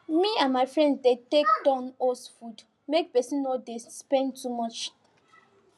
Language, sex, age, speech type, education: Nigerian Pidgin, female, 15-29, spontaneous, tertiary